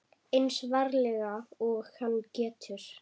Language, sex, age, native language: Icelandic, female, 10, Icelandic